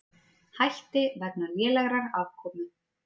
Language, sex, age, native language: Icelandic, female, 30-39, Icelandic